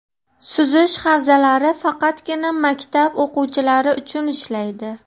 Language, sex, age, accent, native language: Uzbek, female, 30-39, Farg'ona, Uzbek